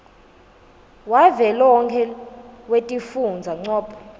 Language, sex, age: Swati, female, 19